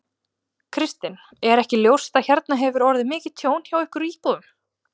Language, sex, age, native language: Icelandic, female, 20-29, Icelandic